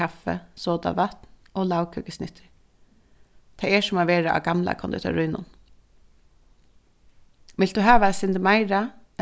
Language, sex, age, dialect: Faroese, female, 15-35, Suðurstreymoy